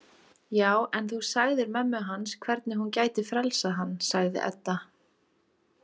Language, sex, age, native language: Icelandic, female, 20-29, Icelandic